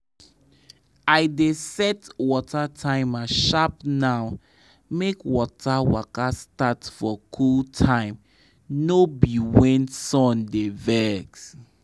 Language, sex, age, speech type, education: Nigerian Pidgin, male, 15-29, spontaneous, tertiary